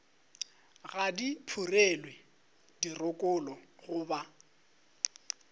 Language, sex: Northern Sotho, male